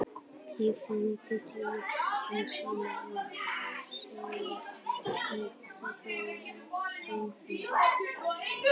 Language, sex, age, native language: Icelandic, male, 18-19, Icelandic